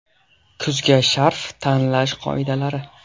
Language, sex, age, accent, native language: Uzbek, male, 18-24, Qashqadaryo, Uzbek